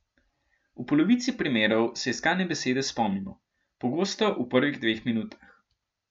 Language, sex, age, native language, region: Slovenian, male, 12-17, Slovenian, Gorenjska region